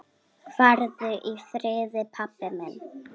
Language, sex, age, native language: Icelandic, female, 6, Icelandic